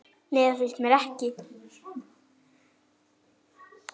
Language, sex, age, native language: Icelandic, female, 9, Icelandic